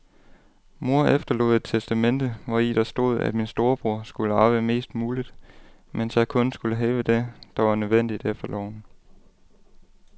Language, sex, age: Danish, male, 18